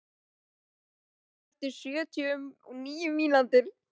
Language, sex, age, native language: Icelandic, male, 13, Icelandic